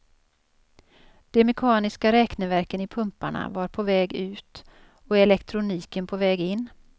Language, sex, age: Swedish, female, 56